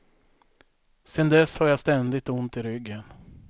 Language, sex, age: Swedish, male, 42